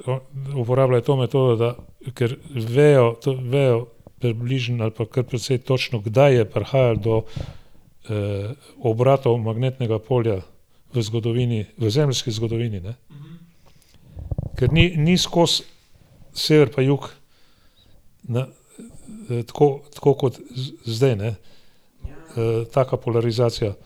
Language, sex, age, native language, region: Slovenian, male, 60+, Slovenian, Gorenjska region